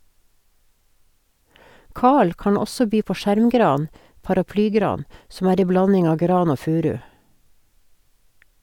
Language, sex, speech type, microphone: Norwegian, female, read, Sennheiser